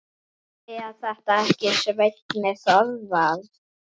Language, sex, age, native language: Icelandic, male, 8, Icelandic